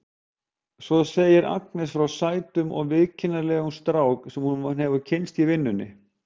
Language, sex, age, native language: Icelandic, male, 50-59, Icelandic